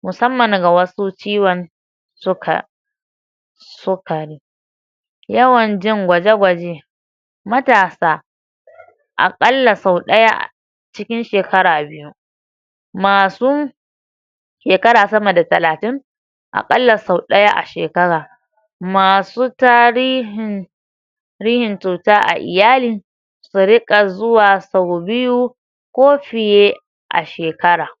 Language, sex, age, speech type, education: Hausa, female, 30-45, spontaneous, tertiary